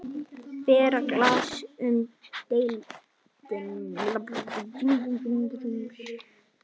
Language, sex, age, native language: Icelandic, male, 9, Icelandic